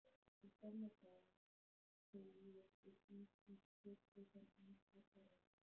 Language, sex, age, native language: Icelandic, male, 13, Icelandic